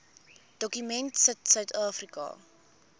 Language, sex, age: Afrikaans, female, 21